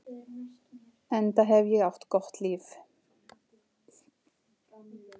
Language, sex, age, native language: Icelandic, female, 40-49, Icelandic